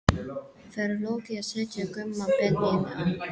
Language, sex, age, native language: Icelandic, female, 13, English